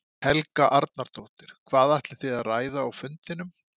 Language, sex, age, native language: Icelandic, male, 50-59, Icelandic